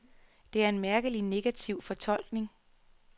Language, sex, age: Danish, female, 33